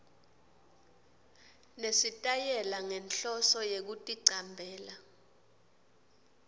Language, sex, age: Swati, female, 26